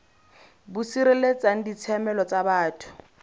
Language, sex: Tswana, female